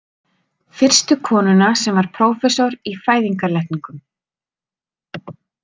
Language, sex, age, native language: Icelandic, female, 30-39, Icelandic